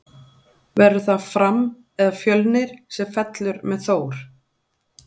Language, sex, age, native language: Icelandic, female, 40-49, Icelandic